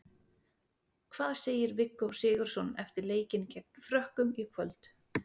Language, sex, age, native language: Icelandic, female, 30-39, Icelandic